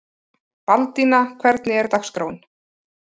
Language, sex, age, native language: Icelandic, female, 30-39, Icelandic